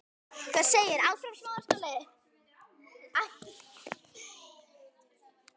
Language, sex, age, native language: Icelandic, female, 10, Icelandic